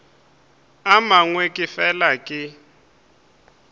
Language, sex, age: Northern Sotho, male, 23